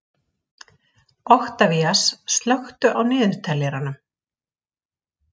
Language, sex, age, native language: Icelandic, female, 30-39, Icelandic